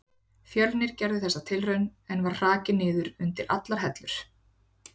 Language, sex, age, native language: Icelandic, female, 40-49, Icelandic